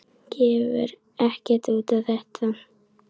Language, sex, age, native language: Icelandic, female, 10, Icelandic